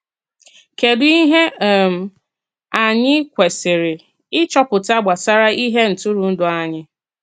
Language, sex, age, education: Igbo, female, 30-45, tertiary